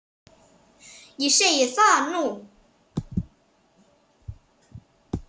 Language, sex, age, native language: Icelandic, female, 9, Icelandic